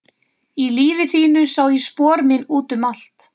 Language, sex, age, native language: Icelandic, female, 30-39, Icelandic